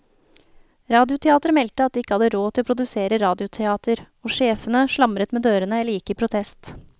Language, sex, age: Norwegian, female, 29